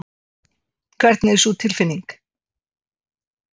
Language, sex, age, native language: Icelandic, female, 60-69, Icelandic